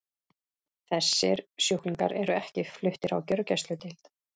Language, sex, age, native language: Icelandic, female, 30-39, Icelandic